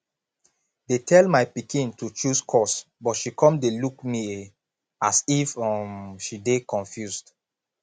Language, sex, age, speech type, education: Nigerian Pidgin, male, 15-29, spontaneous, tertiary